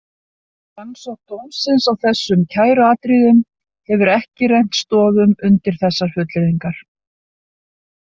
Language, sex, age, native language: Icelandic, female, 60-69, Icelandic